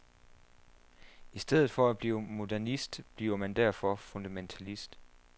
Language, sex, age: Danish, male, 27